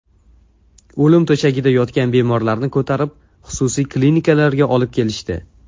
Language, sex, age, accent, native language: Uzbek, male, under 19, Jizzax, Uzbek